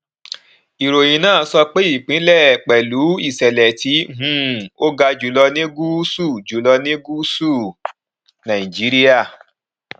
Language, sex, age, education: Yoruba, male, 30-45, tertiary